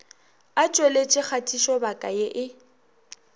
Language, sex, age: Northern Sotho, female, 21